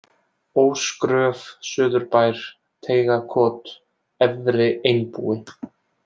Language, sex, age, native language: Icelandic, male, 20-29, Icelandic